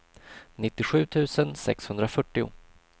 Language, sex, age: Swedish, male, 26